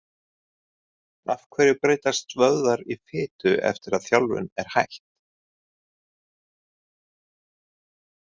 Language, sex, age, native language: Icelandic, male, 30-39, Icelandic